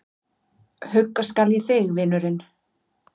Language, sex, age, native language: Icelandic, female, 30-39, Icelandic